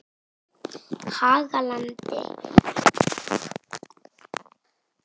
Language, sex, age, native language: Icelandic, female, 18-19, Icelandic